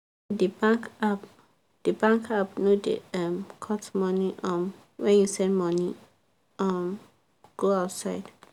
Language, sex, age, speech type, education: Nigerian Pidgin, female, 15-29, spontaneous, tertiary